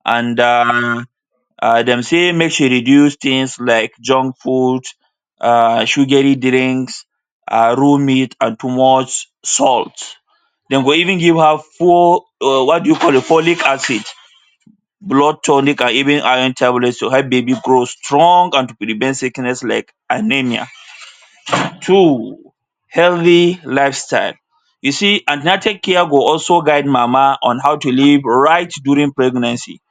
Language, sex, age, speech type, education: Nigerian Pidgin, male, 30-45, spontaneous, tertiary